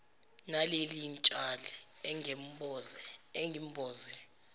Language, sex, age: Zulu, female, 17